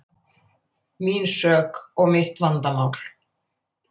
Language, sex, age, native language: Icelandic, female, 80-89, Icelandic